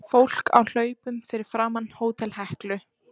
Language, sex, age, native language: Icelandic, female, 14, Icelandic